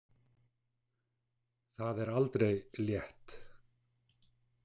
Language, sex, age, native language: Icelandic, male, 60-69, Icelandic